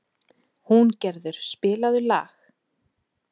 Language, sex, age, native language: Icelandic, female, 30-39, Icelandic